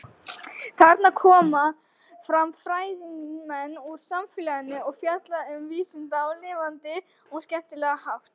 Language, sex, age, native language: Icelandic, female, 18-19, Icelandic